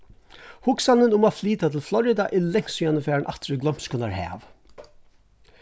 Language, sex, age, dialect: Faroese, male, 36-60, Suðurstreymoy